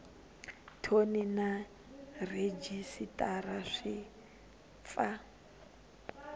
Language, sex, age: Tsonga, female, 19